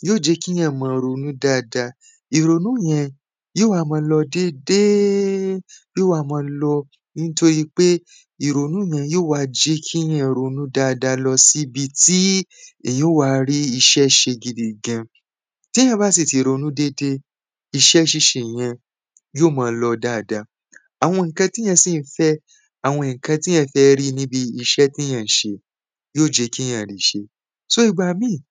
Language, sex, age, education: Yoruba, male, 15-29, tertiary